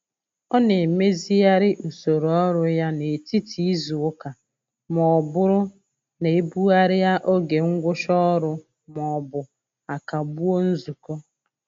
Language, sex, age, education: Igbo, female, 30-45, tertiary